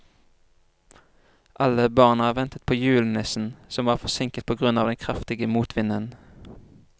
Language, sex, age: Norwegian, male, 25